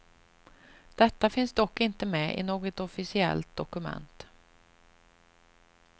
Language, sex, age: Swedish, female, 38